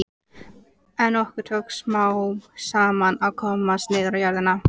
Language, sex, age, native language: Icelandic, female, 14, Icelandic